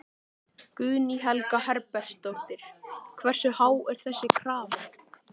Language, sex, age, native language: Icelandic, male, 13, Icelandic